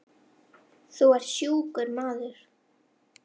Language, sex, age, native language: Icelandic, female, 10, Icelandic